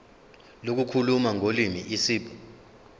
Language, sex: Zulu, male